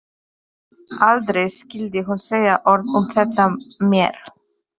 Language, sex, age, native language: Icelandic, female, 30-39, Polish